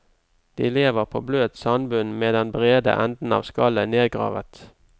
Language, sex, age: Norwegian, male, 44